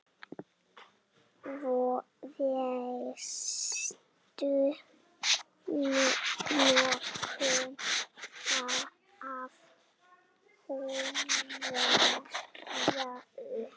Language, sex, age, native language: Icelandic, male, 7, Icelandic